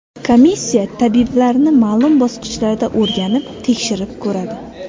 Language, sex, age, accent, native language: Uzbek, female, under 19, Sirdaryo, Uzbek